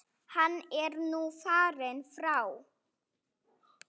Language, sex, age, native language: Icelandic, female, 7, Icelandic